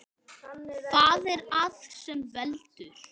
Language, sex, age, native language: Icelandic, male, 10, Icelandic